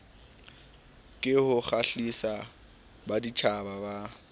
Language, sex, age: Southern Sotho, male, 19